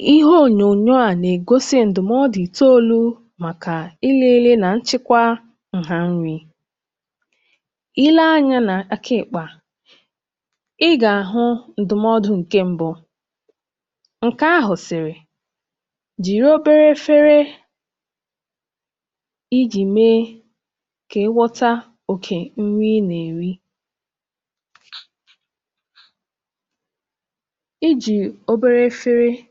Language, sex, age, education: Igbo, female, 15-29, tertiary